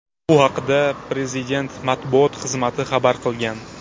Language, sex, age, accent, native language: Uzbek, male, 18-24, Buxoro, Uzbek